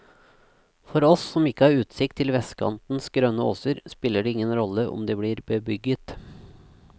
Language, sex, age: Norwegian, male, 36